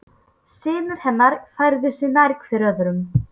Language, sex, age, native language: Icelandic, female, 12, Polish